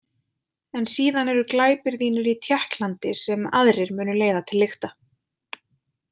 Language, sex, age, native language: Icelandic, female, 20-29, Icelandic